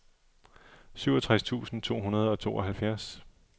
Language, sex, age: Danish, male, 37